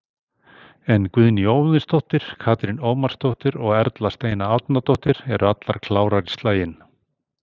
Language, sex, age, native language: Icelandic, male, 60-69, Icelandic